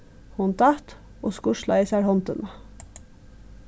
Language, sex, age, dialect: Faroese, female, 36-60, Suðurstreymoy